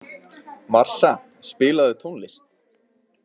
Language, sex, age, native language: Icelandic, male, 20-29, Icelandic